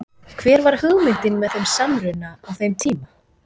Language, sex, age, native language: Icelandic, female, 40-49, Icelandic